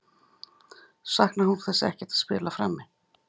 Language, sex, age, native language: Icelandic, female, 50-59, Icelandic